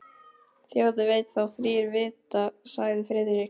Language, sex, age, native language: Icelandic, male, 12, Icelandic